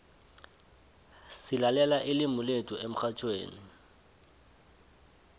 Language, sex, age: South Ndebele, male, 20